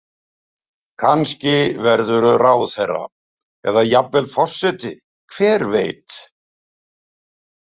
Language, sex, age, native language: Icelandic, male, 70-79, Icelandic